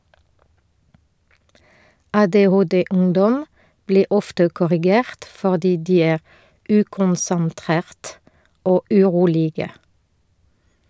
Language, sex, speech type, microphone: Norwegian, female, read, Shure